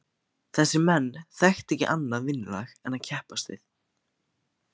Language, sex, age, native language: Icelandic, male, 15, Icelandic